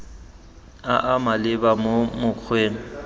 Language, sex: Tswana, male